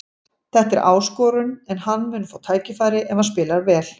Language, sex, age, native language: Icelandic, female, 40-49, Icelandic